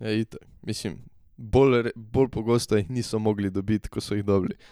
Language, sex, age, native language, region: Slovenian, male, 18-29, Slovenian, Drava region